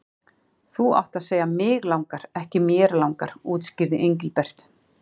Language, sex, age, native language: Icelandic, female, 40-49, Icelandic